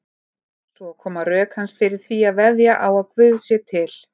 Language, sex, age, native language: Icelandic, female, 30-39, Icelandic